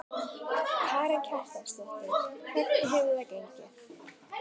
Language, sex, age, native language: Icelandic, female, 12, Icelandic